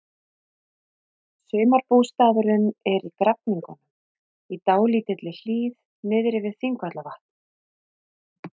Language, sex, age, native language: Icelandic, female, 30-39, Icelandic